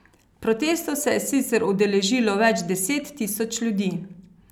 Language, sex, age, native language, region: Slovenian, female, 30-49, Slovenian, Carinthia region